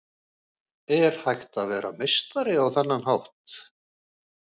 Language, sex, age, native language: Icelandic, male, 40-49, Icelandic